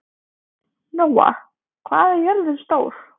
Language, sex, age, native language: Icelandic, female, 20-29, Icelandic